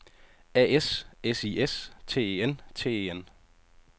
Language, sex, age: Danish, male, 30